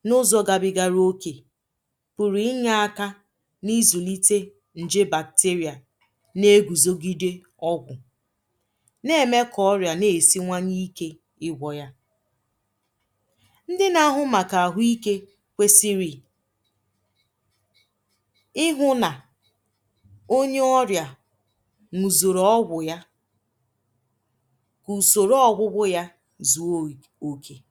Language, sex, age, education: Igbo, female, 15-29, tertiary